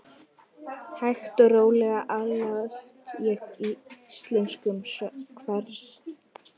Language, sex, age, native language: Icelandic, female, 11, Icelandic